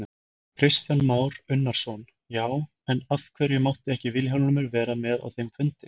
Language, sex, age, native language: Icelandic, male, 20-29, Icelandic